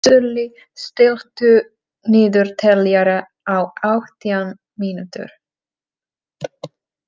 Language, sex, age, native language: Icelandic, female, 30-39, Czech